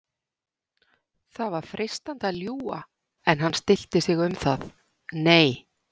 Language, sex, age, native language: Icelandic, female, 40-49, Icelandic